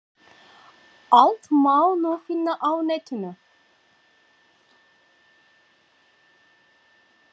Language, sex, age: Icelandic, female, 40-49